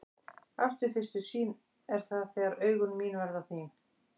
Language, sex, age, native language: Icelandic, female, 30-39, Icelandic